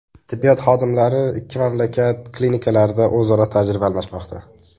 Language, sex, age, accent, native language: Uzbek, male, under 19, Toshkent viloyati, Uzbek